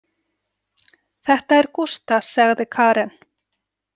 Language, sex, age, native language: Icelandic, female, 40-49, Icelandic